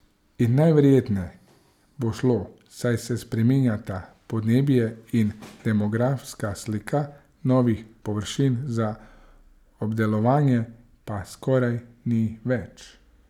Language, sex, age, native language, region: Slovenian, male, 30-49, Slovenian, Savinja region